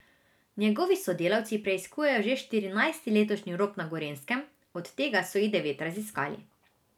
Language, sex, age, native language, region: Slovenian, female, 18-29, Slovenian, Drava region